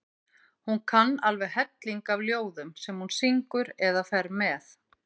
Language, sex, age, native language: Icelandic, female, 50-59, Icelandic